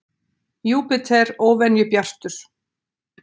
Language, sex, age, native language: Icelandic, female, 60-69, Icelandic